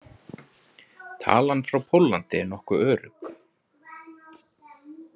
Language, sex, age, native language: Icelandic, male, 30-39, Icelandic